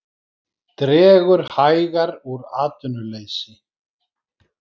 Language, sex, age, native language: Icelandic, male, 40-49, Icelandic